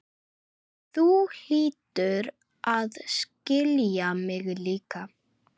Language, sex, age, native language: Icelandic, other, 11, Icelandic